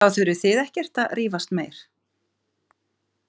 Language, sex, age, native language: Icelandic, female, 50-59, Icelandic